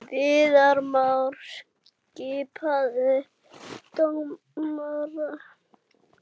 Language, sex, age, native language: Icelandic, female, 40-49, Icelandic